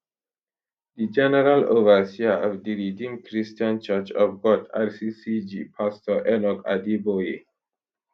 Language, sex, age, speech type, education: Nigerian Pidgin, male, 15-29, spontaneous, tertiary